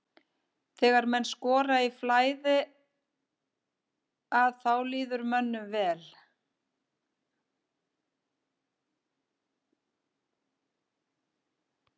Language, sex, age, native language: Icelandic, female, 50-59, Icelandic